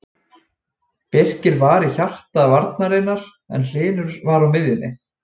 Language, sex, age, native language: Icelandic, male, 20-29, Icelandic